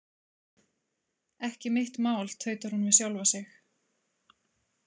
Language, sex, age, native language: Icelandic, female, 30-39, Icelandic